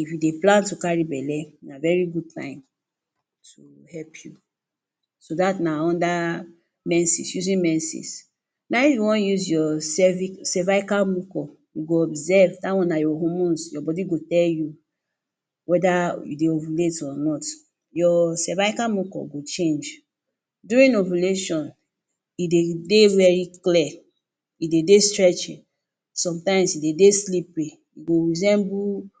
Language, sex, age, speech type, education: Nigerian Pidgin, female, 30-45, spontaneous, tertiary